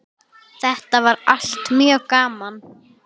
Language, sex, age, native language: Icelandic, female, 10, Icelandic